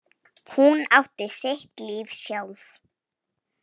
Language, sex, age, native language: Icelandic, female, 18-19, Polish